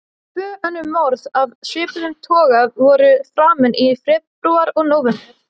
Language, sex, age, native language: Icelandic, female, 20-29, Icelandic